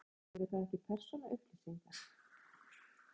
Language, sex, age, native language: Icelandic, female, 50-59, Icelandic